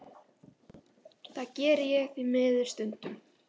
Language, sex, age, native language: Icelandic, female, 12, Icelandic